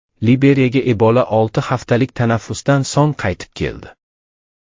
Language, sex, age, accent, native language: Uzbek, male, under 19, Buxoro, Uzbek